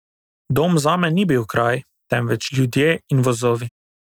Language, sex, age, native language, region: Slovenian, male, 18-29, Slovenian, Drava region